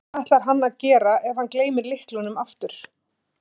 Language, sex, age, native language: Icelandic, female, 50-59, Icelandic